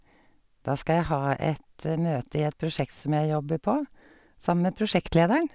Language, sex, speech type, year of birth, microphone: Norwegian, female, spontaneous, 1951, Sennheiser